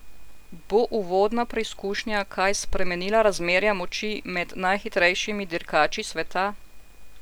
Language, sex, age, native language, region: Slovenian, female, 50-59, Slovenian, Central Slovenia